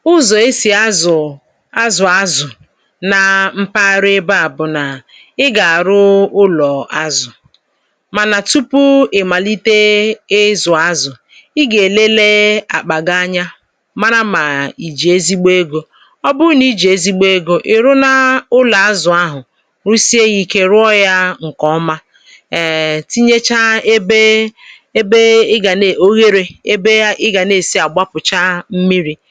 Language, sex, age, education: Igbo, female, 30-45, tertiary